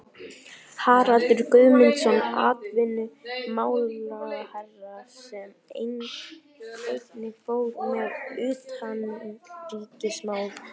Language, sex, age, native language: Icelandic, female, 11, Icelandic